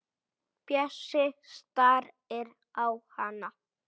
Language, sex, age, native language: Icelandic, male, 8, Icelandic